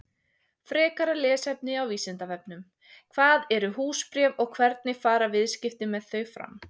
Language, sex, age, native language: Icelandic, female, 20-29, Icelandic